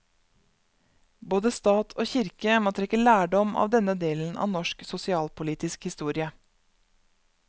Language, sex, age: Norwegian, female, 31